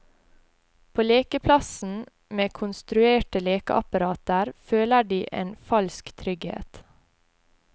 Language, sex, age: Norwegian, female, 20